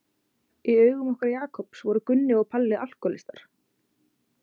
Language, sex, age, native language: Icelandic, female, 20-29, Icelandic